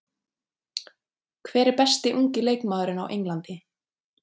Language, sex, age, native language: Icelandic, female, 30-39, Icelandic